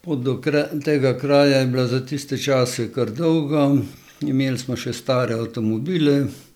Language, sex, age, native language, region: Slovenian, male, 60+, Slovenian, Gorenjska region